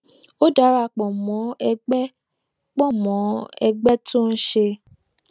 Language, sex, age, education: Yoruba, female, 15-29, tertiary